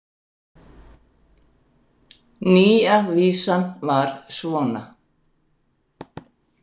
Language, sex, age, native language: Icelandic, female, 60-69, Icelandic